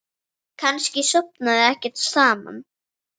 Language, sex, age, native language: Icelandic, female, 7, Icelandic